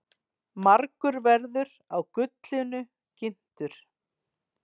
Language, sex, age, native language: Icelandic, female, 40-49, Icelandic